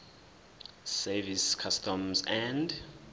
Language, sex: Zulu, male